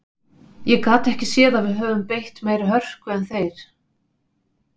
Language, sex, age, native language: Icelandic, female, 50-59, Icelandic